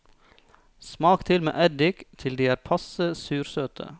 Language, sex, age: Norwegian, male, 34